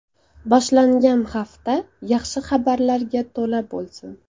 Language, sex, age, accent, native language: Uzbek, female, 18-24, Farg'ona, Uzbek